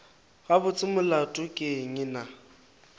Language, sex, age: Northern Sotho, male, 19